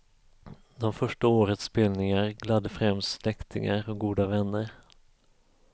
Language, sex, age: Swedish, male, 34